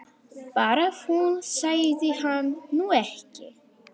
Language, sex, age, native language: Icelandic, female, 11, Polish